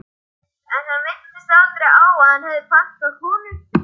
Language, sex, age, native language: Icelandic, male, 11, Icelandic